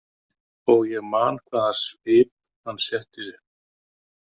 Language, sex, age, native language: Icelandic, male, 50-59, Icelandic